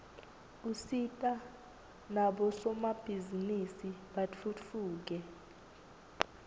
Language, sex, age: Swati, female, 20